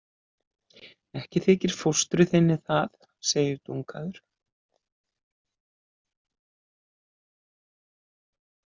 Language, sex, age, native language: Icelandic, female, 50-59, Icelandic